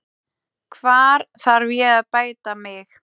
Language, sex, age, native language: Icelandic, female, 20-29, Icelandic